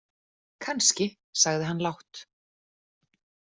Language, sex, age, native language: Icelandic, female, 40-49, Icelandic